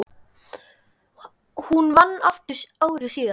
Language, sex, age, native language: Icelandic, male, 10, Icelandic